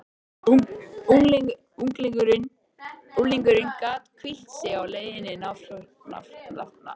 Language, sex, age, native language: Icelandic, male, 13, Icelandic